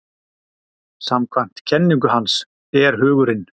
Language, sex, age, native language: Icelandic, male, 40-49, Icelandic